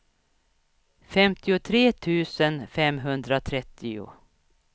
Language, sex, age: Swedish, female, 61